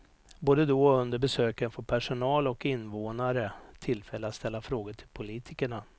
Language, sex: Swedish, male